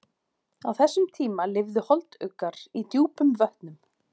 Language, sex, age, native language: Icelandic, female, 40-49, Icelandic